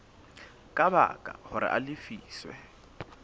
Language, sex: Southern Sotho, female